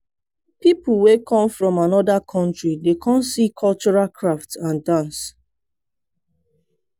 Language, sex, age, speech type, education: Nigerian Pidgin, female, 15-29, spontaneous, tertiary